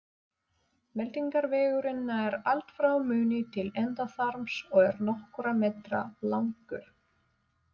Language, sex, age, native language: Icelandic, female, 20-29, Russian